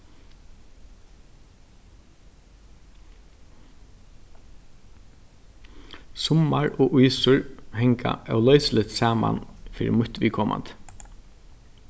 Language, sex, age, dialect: Faroese, male, 36-60, Norðurstreymoy/Eysturoy